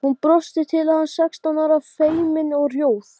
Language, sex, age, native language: Icelandic, male, 12, Icelandic